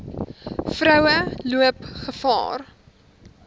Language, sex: Afrikaans, female